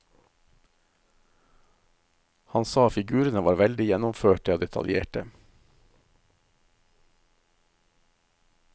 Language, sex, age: Norwegian, male, 51